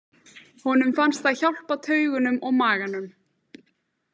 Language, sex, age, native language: Icelandic, female, 18-19, Icelandic